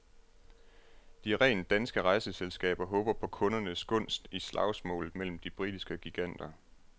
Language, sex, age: Danish, male, 36